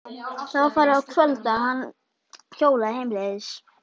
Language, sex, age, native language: Icelandic, female, 11, Icelandic